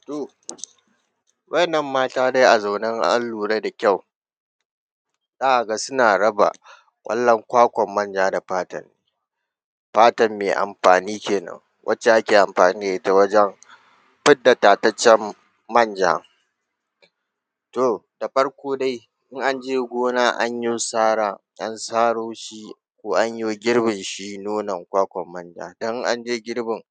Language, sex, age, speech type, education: Hausa, male, 15-29, spontaneous, tertiary